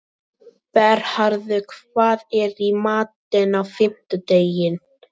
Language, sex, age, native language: Icelandic, female, 18-19, Icelandic